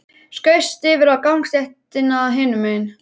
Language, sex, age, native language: Icelandic, male, 11, Icelandic